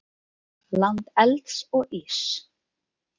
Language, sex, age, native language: Icelandic, female, 30-39, Icelandic